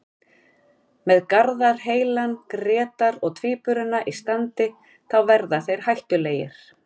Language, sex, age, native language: Icelandic, female, 50-59, Icelandic